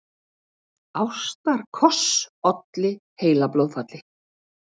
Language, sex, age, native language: Icelandic, female, 40-49, Icelandic